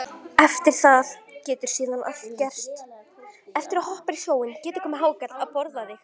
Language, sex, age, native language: Icelandic, female, 18-19, Icelandic